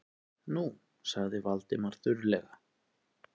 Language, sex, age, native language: Icelandic, male, 20-29, Icelandic